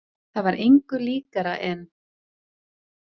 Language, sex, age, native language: Icelandic, female, 40-49, Icelandic